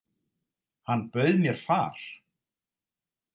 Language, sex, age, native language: Icelandic, male, 30-39, Icelandic